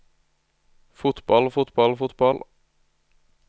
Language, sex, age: Norwegian, male, 26